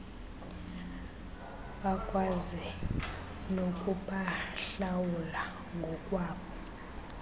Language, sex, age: Xhosa, female, 24